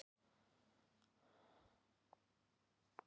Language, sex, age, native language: Icelandic, female, 50-59, Icelandic